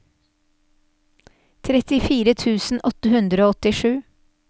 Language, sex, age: Norwegian, female, 46